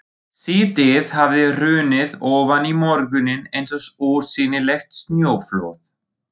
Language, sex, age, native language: Icelandic, male, 40-49, German